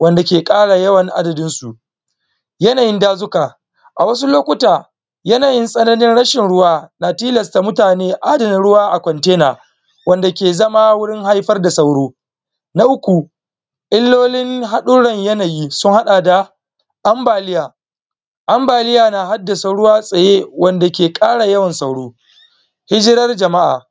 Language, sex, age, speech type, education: Hausa, male, 15-29, spontaneous, primary